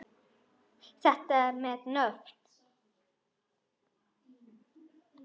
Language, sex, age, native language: Icelandic, female, 10, Icelandic